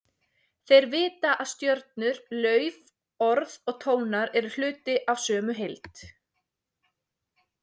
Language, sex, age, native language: Icelandic, female, 20-29, Icelandic